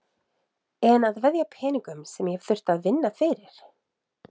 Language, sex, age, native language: Icelandic, female, 30-39, Icelandic